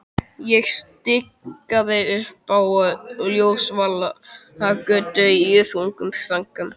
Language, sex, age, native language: Icelandic, male, 12, Icelandic